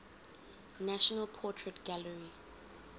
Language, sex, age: English, female, 19